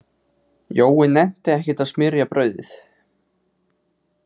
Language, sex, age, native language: Icelandic, male, 20-29, Icelandic